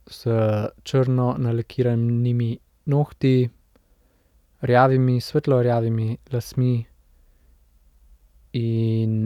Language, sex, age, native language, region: Slovenian, male, 18-29, Slovenian, Central Slovenia